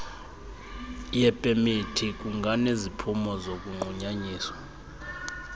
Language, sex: Xhosa, male